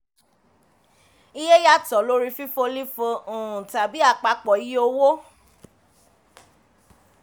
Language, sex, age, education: Yoruba, female, 15-29, tertiary